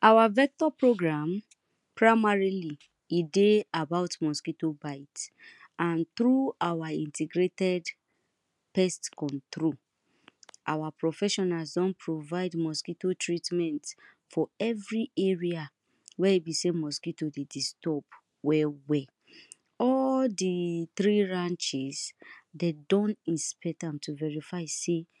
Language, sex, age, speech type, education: Nigerian Pidgin, female, 30-45, spontaneous, tertiary